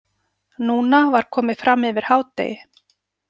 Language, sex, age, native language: Icelandic, female, 40-49, Icelandic